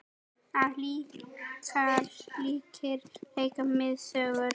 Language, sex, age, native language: Icelandic, female, 10, Icelandic